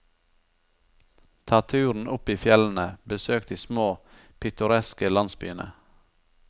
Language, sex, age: Norwegian, male, 43